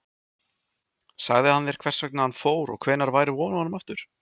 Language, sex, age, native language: Icelandic, male, 20-29, Icelandic